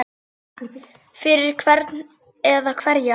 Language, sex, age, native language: Icelandic, female, 8, Icelandic